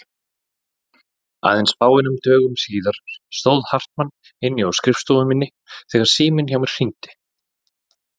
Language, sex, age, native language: Icelandic, male, 40-49, Icelandic